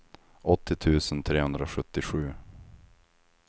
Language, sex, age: Swedish, male, 25